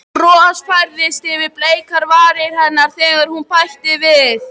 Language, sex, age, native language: Icelandic, female, 13, Icelandic